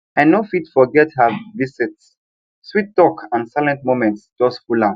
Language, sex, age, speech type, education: Nigerian Pidgin, male, 15-29, spontaneous, tertiary